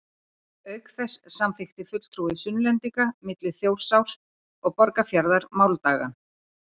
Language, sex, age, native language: Icelandic, female, 50-59, Icelandic